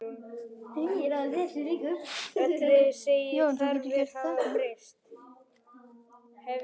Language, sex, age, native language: Icelandic, male, 9, Icelandic